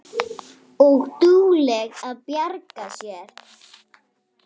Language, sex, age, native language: Icelandic, female, 7, Icelandic